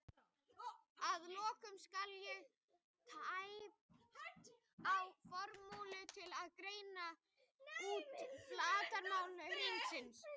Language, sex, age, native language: Icelandic, female, 18-19, Icelandic